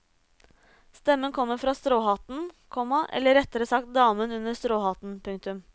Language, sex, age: Norwegian, female, 26